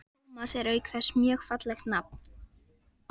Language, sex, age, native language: Icelandic, female, 13, Icelandic